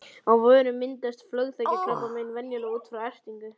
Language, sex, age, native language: Icelandic, male, 11, Icelandic